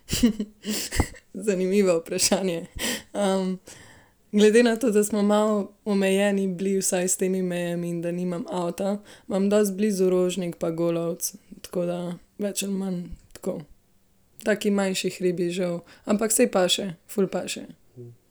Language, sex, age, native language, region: Slovenian, female, 18-29, Slovenian, Central Slovenia